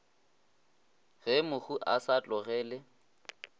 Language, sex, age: Northern Sotho, male, 20